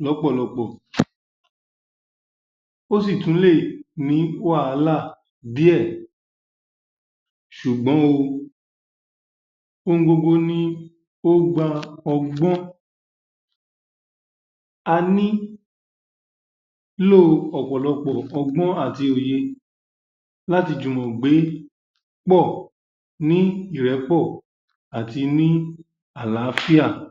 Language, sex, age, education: Yoruba, male, 15-29, tertiary